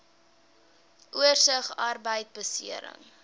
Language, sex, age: Afrikaans, female, 18